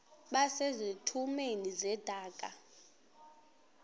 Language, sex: Xhosa, female